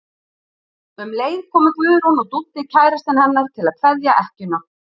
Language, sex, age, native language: Icelandic, female, 40-49, Icelandic